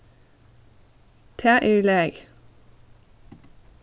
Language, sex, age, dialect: Faroese, female, 15-35, Norðurstreymoy/Eysturoy